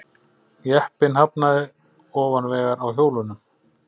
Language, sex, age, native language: Icelandic, male, 40-49, Icelandic